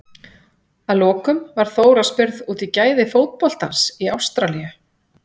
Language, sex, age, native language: Icelandic, female, 40-49, Icelandic